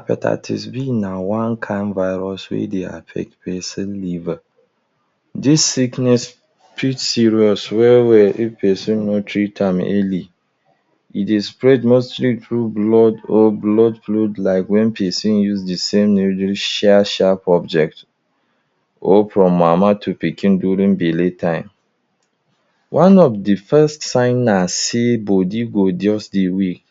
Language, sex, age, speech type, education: Nigerian Pidgin, male, 30-45, spontaneous, tertiary